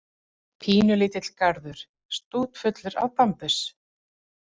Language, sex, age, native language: Icelandic, female, 40-49, Icelandic